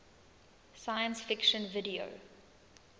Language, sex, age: English, female, 20